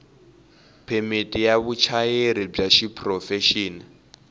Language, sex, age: Tsonga, male, 18